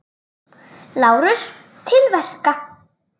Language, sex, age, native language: Icelandic, female, 9, Icelandic